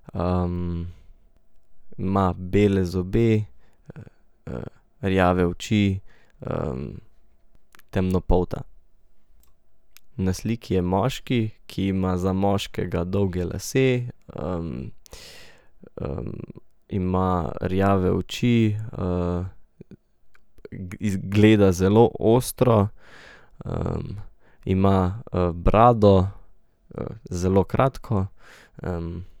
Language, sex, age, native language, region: Slovenian, male, 18-29, Slovenian, Central Slovenia